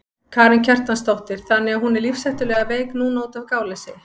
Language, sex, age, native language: Icelandic, female, 50-59, Icelandic